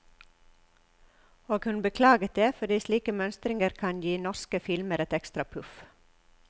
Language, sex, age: Norwegian, female, 54